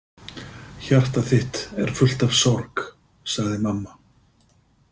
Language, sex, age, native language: Icelandic, male, 50-59, Icelandic